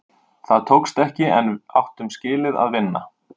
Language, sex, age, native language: Icelandic, male, 30-39, Icelandic